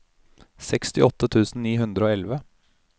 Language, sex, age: Norwegian, male, 31